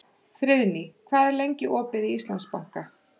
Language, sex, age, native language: Icelandic, female, 30-39, Icelandic